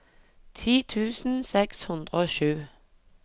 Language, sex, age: Norwegian, female, 36